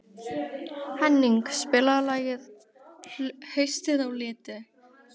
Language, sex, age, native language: Icelandic, female, 12, Icelandic